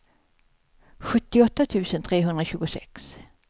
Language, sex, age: Swedish, female, 55